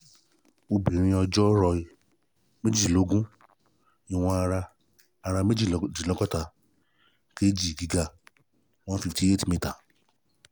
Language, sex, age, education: Yoruba, male, 30-45, tertiary